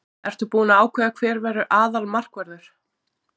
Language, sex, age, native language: Icelandic, female, 40-49, Icelandic